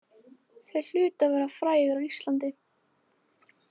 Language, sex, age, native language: Icelandic, female, 15, Icelandic